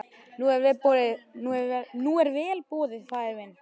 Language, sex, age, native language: Icelandic, male, 11, Icelandic